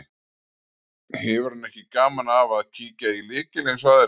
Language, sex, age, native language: Icelandic, male, 40-49, Icelandic